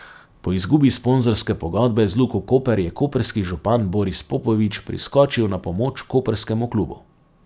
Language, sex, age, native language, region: Slovenian, male, 30-49, Slovenian, Savinja region